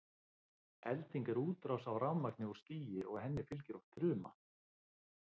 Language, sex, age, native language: Icelandic, male, 50-59, Icelandic